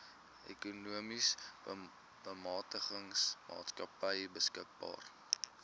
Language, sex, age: Afrikaans, male, 19